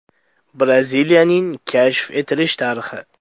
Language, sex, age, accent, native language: Uzbek, male, under 19, Andijon, Uzbek